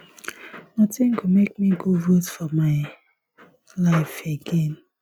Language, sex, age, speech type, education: Nigerian Pidgin, female, 15-29, spontaneous, tertiary